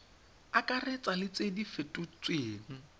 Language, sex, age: Tswana, male, 21